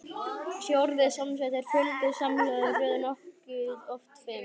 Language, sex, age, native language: Icelandic, male, 18-19, Icelandic